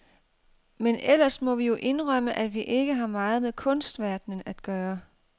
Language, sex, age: Danish, female, 32